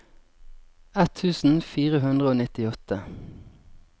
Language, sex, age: Norwegian, male, 20